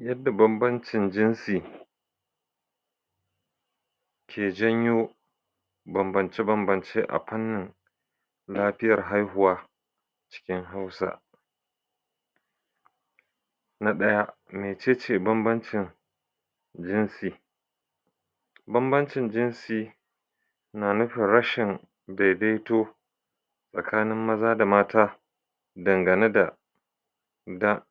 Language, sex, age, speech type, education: Hausa, male, 46-60, spontaneous, tertiary